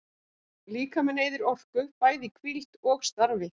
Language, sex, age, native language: Icelandic, male, 14, Icelandic